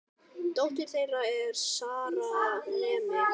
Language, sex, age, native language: Icelandic, male, 9, Icelandic